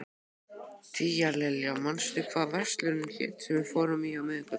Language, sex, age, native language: Icelandic, male, 12, Icelandic